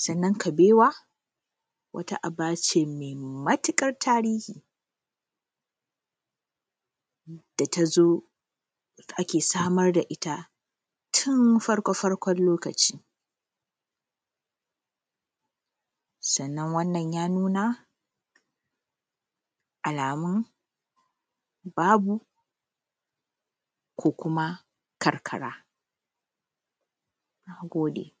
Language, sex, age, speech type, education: Hausa, female, 15-29, spontaneous, primary